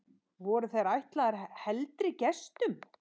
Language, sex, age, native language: Icelandic, male, 10, Icelandic